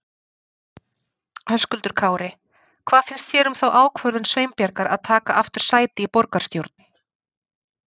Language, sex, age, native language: Icelandic, female, 40-49, Icelandic